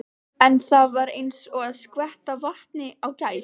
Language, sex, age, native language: Icelandic, female, 12, Icelandic